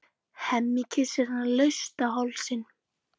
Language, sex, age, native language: Icelandic, female, 12, Icelandic